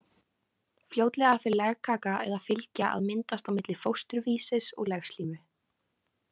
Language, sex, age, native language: Icelandic, female, 20-29, Icelandic